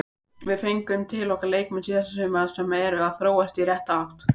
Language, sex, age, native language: Icelandic, female, 18-19, Icelandic